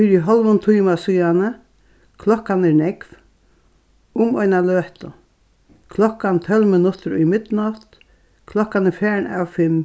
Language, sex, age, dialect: Faroese, female, 61+, Norðurstreymoy/Eysturoy